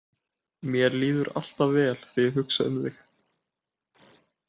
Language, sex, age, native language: Icelandic, male, 18-19, Icelandic